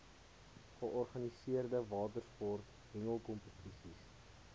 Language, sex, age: Afrikaans, male, 20